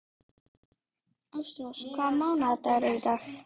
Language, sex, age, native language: Icelandic, female, 12, Icelandic